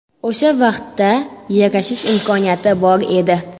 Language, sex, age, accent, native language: Uzbek, female, 12-17, Qoraqalpog'iston, Karakalpak